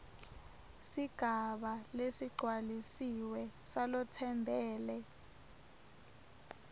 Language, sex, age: Swati, female, 24